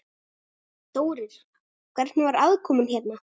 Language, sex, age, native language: Icelandic, male, 9, Icelandic